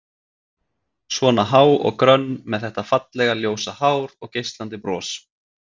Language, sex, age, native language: Icelandic, male, 30-39, Icelandic